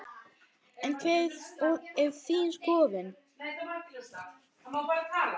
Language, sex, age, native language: Icelandic, male, 9, Icelandic